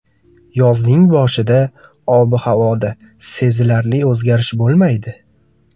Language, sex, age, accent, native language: Uzbek, male, 25-34, Farg'ona, Uzbek